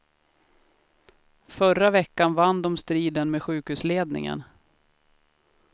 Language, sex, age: Swedish, female, 33